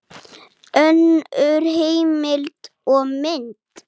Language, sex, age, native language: Icelandic, male, 8, Icelandic